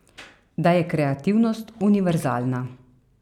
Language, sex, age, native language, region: Slovenian, female, 30-49, Slovenian, Carinthia region